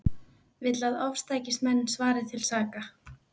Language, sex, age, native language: Icelandic, female, 20-29, Icelandic